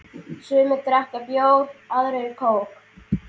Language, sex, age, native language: Icelandic, male, 10, Icelandic